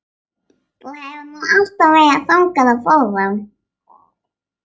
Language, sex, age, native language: Icelandic, female, 11, Icelandic